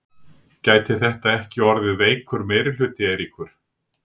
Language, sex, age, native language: Icelandic, male, 60-69, Icelandic